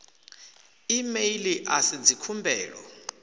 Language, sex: Venda, male